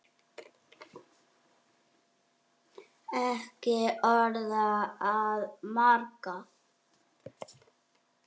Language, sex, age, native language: Icelandic, male, 6, Icelandic